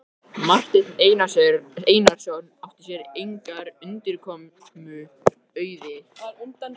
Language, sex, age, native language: Icelandic, male, 13, Icelandic